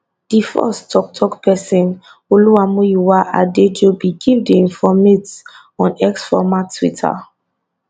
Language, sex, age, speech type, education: Nigerian Pidgin, female, 15-29, spontaneous, tertiary